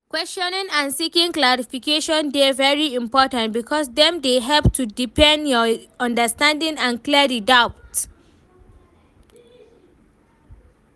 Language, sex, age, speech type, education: Nigerian Pidgin, female, 15-29, read, tertiary